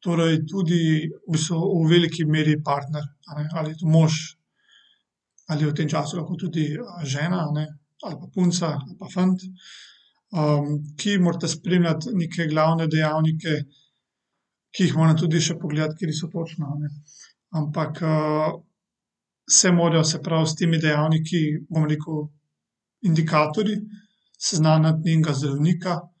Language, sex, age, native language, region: Slovenian, male, 18-29, Slovenian, Central Slovenia